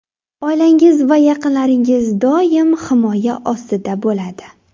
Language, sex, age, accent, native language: Uzbek, female, 18-24, Samarqand, Uzbek